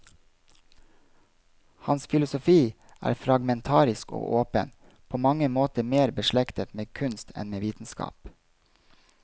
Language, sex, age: Norwegian, male, 32